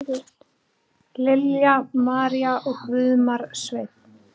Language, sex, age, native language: Icelandic, female, 6, Icelandic